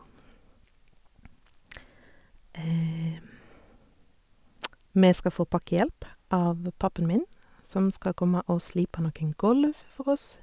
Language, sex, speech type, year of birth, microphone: Norwegian, female, spontaneous, 1984, Sennheiser